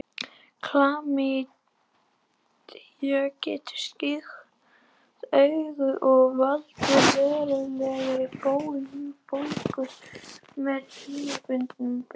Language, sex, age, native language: Icelandic, female, 18-19, Icelandic